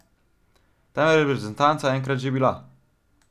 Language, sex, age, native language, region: Slovenian, male, 12-17, Slovenian, Central Slovenia